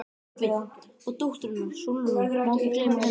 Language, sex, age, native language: Icelandic, male, 12, Icelandic